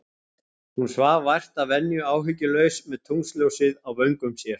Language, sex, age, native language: Icelandic, male, 40-49, Icelandic